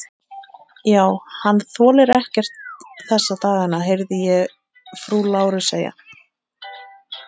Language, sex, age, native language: Icelandic, female, 30-39, Icelandic